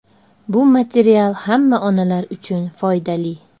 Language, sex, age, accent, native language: Uzbek, female, 35+, Andijon, Uzbek